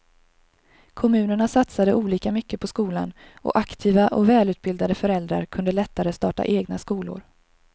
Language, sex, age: Swedish, female, 23